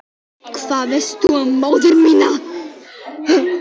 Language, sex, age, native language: Icelandic, female, 11, Icelandic